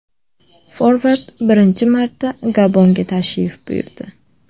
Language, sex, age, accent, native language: Uzbek, female, 18-24, Samarqand, Uzbek